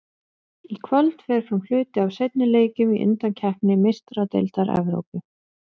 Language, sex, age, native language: Icelandic, female, 20-29, Icelandic